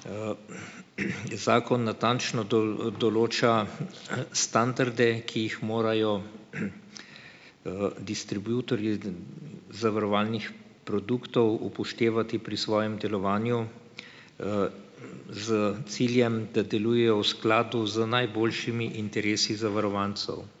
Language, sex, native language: Slovenian, male, Slovenian